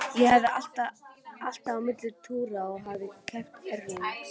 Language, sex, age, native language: Icelandic, female, 12, Icelandic